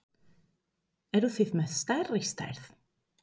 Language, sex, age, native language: Icelandic, female, 30-39, Spanish